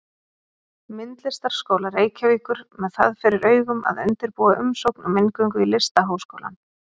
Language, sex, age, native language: Icelandic, female, 30-39, Icelandic